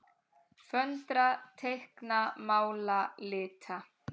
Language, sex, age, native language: Icelandic, female, 9, Icelandic